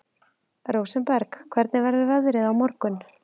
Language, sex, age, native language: Icelandic, female, 30-39, Icelandic